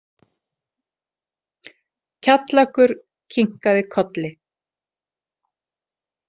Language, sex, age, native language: Icelandic, female, 40-49, Icelandic